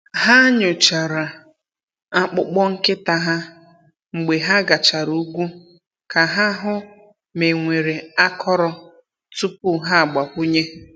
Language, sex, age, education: Igbo, female, 15-29, tertiary